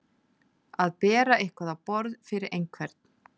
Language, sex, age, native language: Icelandic, female, 40-49, Icelandic